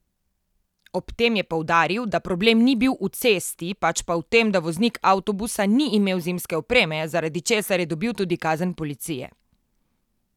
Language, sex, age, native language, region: Slovenian, female, 18-29, Slovenian, Coastal Karst region